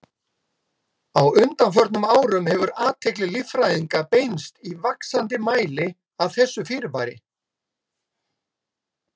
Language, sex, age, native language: Icelandic, male, 60-69, Icelandic